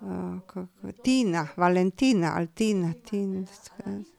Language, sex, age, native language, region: Slovenian, female, 50-59, Slovenian, Drava region